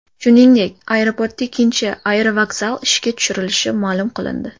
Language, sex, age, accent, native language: Uzbek, female, 18-24, Toshkent shahri, Uzbek